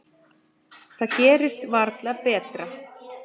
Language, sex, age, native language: Icelandic, male, 8, Icelandic